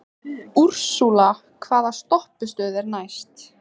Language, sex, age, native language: Icelandic, female, 15, Icelandic